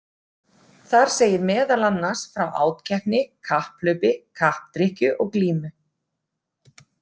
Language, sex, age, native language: Icelandic, female, 40-49, Icelandic